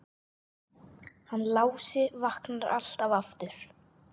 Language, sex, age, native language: Icelandic, male, 8, Icelandic